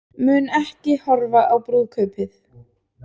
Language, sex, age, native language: Icelandic, female, 20-29, Icelandic